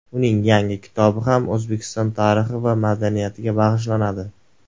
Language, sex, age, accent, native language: Uzbek, male, 19-29, Surxondaryo, Uzbek